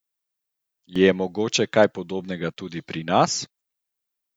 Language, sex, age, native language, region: Slovenian, male, 30-49, Slovenian, Central Slovenia